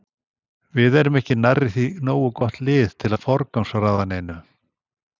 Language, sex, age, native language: Icelandic, male, 60-69, Icelandic